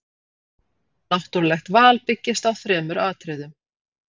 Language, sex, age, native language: Icelandic, female, 40-49, Icelandic